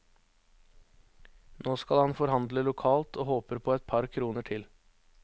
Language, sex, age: Norwegian, male, 21